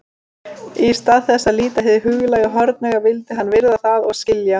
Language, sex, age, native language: Icelandic, female, 30-39, Icelandic